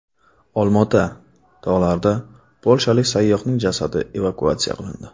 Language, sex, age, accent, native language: Uzbek, male, 25-34, Navoiy, Uzbek